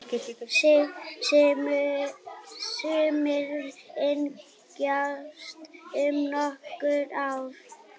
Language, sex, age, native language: Icelandic, female, 7, Icelandic